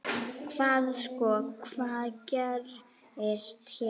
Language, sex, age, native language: Icelandic, female, 8, Icelandic